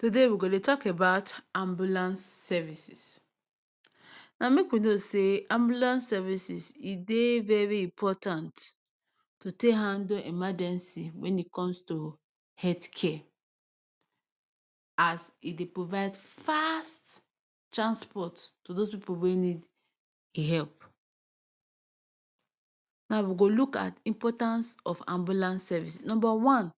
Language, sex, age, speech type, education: Nigerian Pidgin, female, 15-29, spontaneous, tertiary